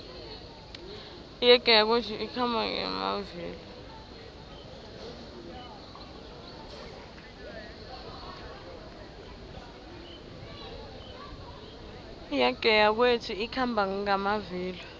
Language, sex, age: South Ndebele, female, 19